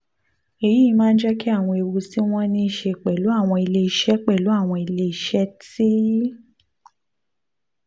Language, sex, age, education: Yoruba, female, 15-29, tertiary